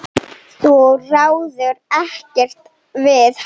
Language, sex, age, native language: Icelandic, female, 7, Icelandic